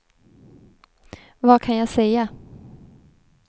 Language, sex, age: Swedish, female, 18